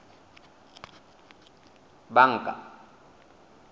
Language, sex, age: Southern Sotho, male, 22